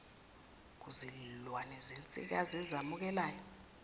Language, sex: Zulu, female